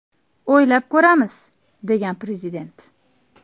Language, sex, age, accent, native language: Uzbek, female, 18-24, Toshkent viloyati, Uzbek